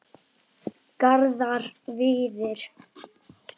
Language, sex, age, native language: Icelandic, male, 9, Icelandic